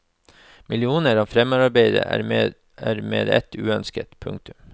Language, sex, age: Norwegian, male, 36